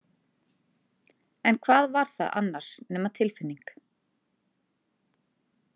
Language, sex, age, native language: Icelandic, female, 30-39, Icelandic